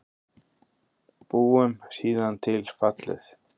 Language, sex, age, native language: Icelandic, male, 30-39, Icelandic